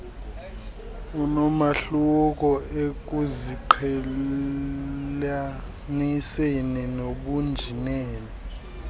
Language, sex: Xhosa, male